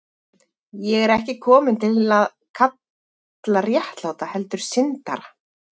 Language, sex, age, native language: Icelandic, female, 40-49, Icelandic